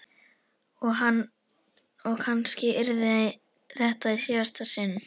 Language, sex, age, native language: Icelandic, female, 11, Icelandic